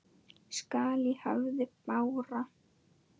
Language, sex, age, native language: Icelandic, male, 9, Icelandic